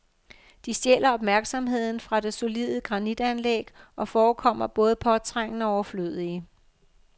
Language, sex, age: Danish, female, 50